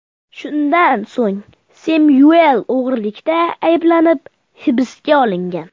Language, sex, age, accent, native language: Uzbek, male, under 19, Farg'ona, Uzbek